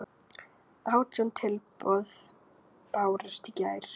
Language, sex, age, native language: Icelandic, female, 9, Icelandic